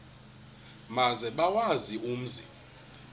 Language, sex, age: Xhosa, male, 21